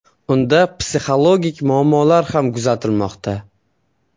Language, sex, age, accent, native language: Uzbek, male, 25-34, Qashqadaryo, Uzbek